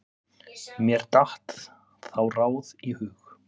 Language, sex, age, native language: Icelandic, male, 30-39, Icelandic